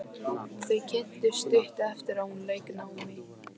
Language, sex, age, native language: Icelandic, female, 15, Icelandic